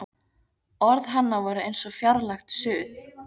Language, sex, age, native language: Icelandic, female, 15, Icelandic